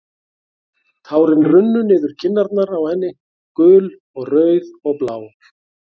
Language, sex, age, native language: Icelandic, male, 40-49, Icelandic